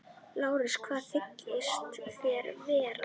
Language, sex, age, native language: Icelandic, female, 9, Icelandic